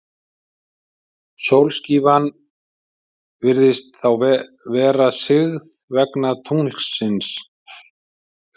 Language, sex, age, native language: Icelandic, male, 50-59, Icelandic